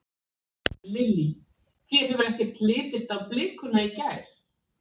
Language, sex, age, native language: Icelandic, female, 40-49, Icelandic